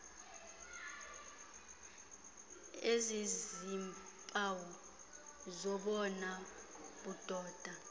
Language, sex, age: Xhosa, female, 26